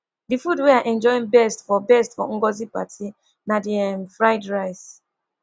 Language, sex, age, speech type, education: Nigerian Pidgin, female, 15-29, spontaneous, tertiary